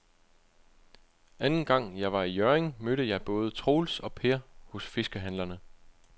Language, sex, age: Danish, male, 25